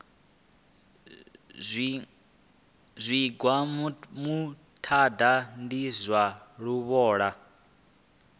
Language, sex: Venda, male